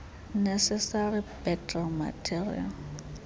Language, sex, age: Xhosa, female, 22